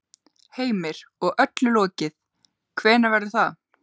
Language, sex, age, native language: Icelandic, female, 15, Icelandic